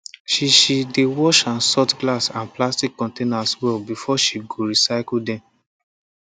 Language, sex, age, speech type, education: Nigerian Pidgin, male, 15-29, spontaneous, tertiary